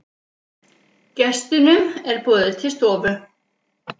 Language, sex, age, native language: Icelandic, female, 50-59, Icelandic